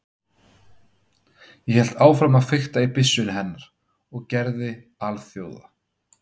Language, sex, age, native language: Icelandic, male, 30-39, Icelandic